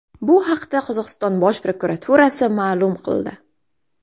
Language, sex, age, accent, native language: Uzbek, female, 18-24, Toshkent shahri, Uzbek